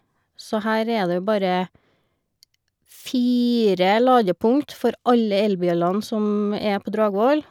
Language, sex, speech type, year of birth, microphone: Norwegian, female, spontaneous, 1971, Shure